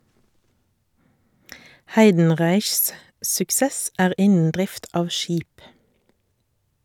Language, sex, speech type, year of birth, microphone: Norwegian, female, read, 1984, Shure